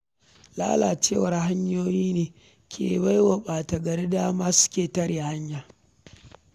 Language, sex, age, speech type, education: Hausa, female, 15-29, read, primary